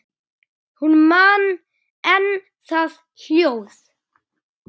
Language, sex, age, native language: Icelandic, male, 8, Icelandic